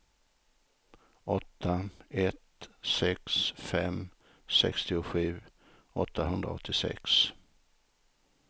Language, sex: Swedish, male